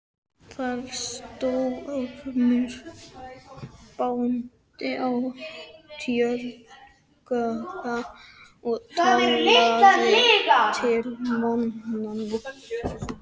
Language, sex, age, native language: Icelandic, male, 12, Icelandic